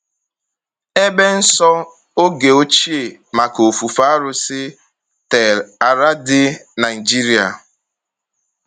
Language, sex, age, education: Igbo, male, 30-45, tertiary